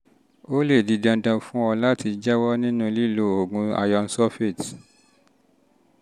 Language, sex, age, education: Yoruba, male, 30-45, tertiary